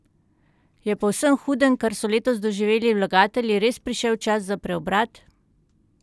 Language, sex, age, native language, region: Slovenian, female, 30-49, Slovenian, Central Slovenia